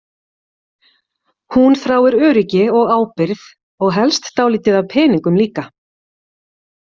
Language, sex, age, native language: Icelandic, female, 40-49, Icelandic